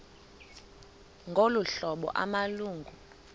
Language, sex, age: Xhosa, female, 23